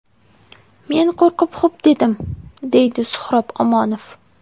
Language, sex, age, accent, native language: Uzbek, female, 18-24, Farg'ona, Uzbek